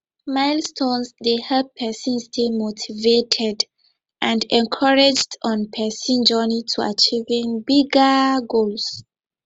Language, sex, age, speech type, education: Nigerian Pidgin, female, 15-29, spontaneous, tertiary